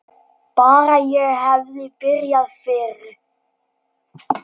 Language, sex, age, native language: Icelandic, male, 10, Icelandic